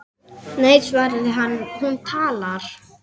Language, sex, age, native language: Icelandic, female, 8, Icelandic